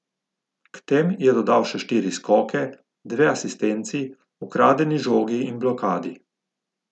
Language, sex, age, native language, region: Slovenian, male, 50-59, Slovenian, Gorica region